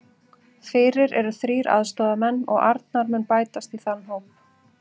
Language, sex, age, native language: Icelandic, female, 40-49, Icelandic